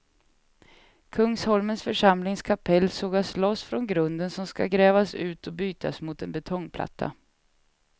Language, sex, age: Swedish, female, 36